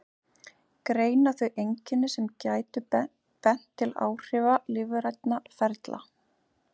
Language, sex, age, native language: Icelandic, female, 40-49, Icelandic